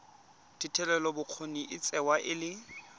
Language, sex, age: Tswana, male, 23